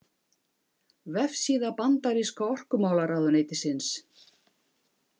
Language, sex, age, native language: Icelandic, female, 50-59, Icelandic